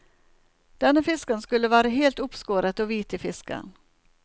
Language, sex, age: Norwegian, female, 47